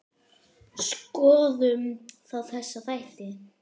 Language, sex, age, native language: Icelandic, male, 10, Icelandic